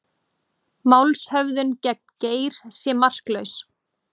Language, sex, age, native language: Icelandic, female, 18-19, Icelandic